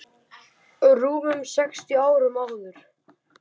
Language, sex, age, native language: Icelandic, male, 10, Icelandic